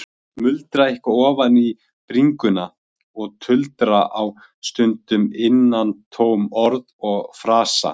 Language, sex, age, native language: Icelandic, male, 20-29, Icelandic